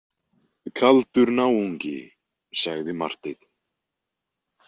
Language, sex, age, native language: Icelandic, male, 20-29, Icelandic